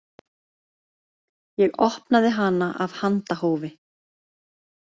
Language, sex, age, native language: Icelandic, female, 30-39, Icelandic